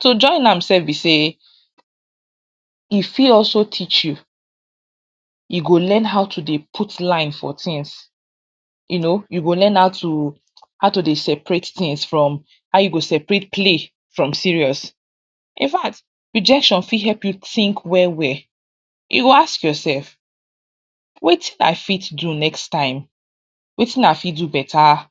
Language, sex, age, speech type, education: Nigerian Pidgin, female, 46-60, spontaneous, tertiary